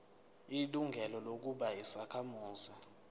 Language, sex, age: Zulu, male, 24